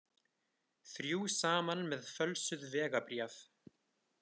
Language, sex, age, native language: Icelandic, male, 20-29, Icelandic